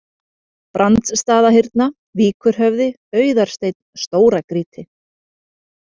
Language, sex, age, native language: Icelandic, female, 30-39, Icelandic